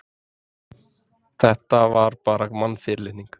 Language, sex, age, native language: Icelandic, male, 30-39, Icelandic